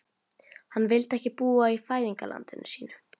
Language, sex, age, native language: Icelandic, female, 11, Norwegian